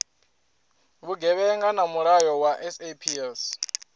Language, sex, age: Venda, male, 20